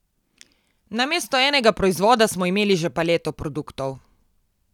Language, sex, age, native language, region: Slovenian, female, 18-29, Slovenian, Coastal Karst region